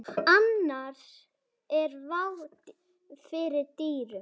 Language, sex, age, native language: Icelandic, female, 7, Icelandic